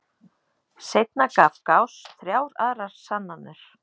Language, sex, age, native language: Icelandic, female, 30-39, Icelandic